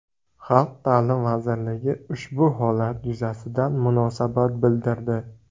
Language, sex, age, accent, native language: Uzbek, male, 18-24, Buxoro, Uzbek